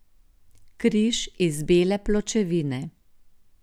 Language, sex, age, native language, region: Slovenian, female, 50-59, Slovenian, Gorenjska region